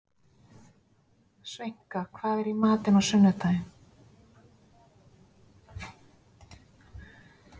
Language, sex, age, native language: Icelandic, female, 30-39, Icelandic